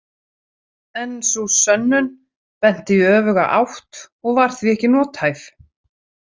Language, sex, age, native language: Icelandic, female, 30-39, Icelandic